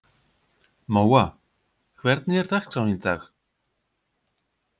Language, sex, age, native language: Icelandic, male, 50-59, Icelandic